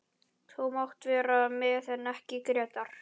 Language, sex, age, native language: Icelandic, male, 11, Icelandic